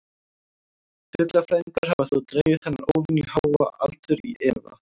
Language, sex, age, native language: Icelandic, female, 18-19, Icelandic